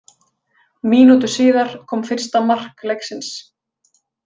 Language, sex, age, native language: Icelandic, female, 20-29, Icelandic